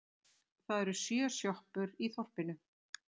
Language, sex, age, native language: Icelandic, female, 60-69, Icelandic